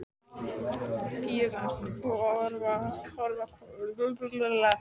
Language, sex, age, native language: Icelandic, female, 14, Icelandic